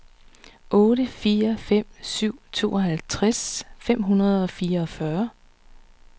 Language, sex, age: Danish, female, 39